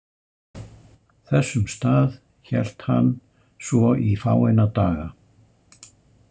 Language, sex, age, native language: Icelandic, male, 70-79, Icelandic